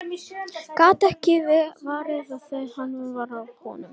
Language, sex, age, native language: Icelandic, male, 18-19, Icelandic